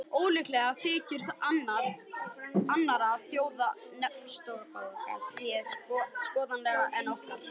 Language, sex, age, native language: Icelandic, female, 50-59, Icelandic